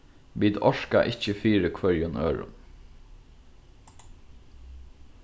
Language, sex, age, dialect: Faroese, male, 15-35, Norðurstreymoy/Eysturoy